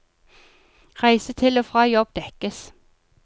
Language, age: Norwegian, 40